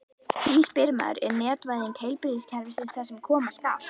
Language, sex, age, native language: Icelandic, female, 11, Icelandic